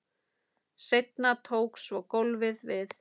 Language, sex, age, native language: Icelandic, female, 10, Icelandic